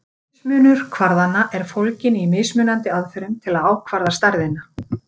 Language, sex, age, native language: Icelandic, female, 50-59, Icelandic